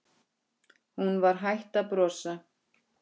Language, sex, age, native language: Icelandic, female, 10, Icelandic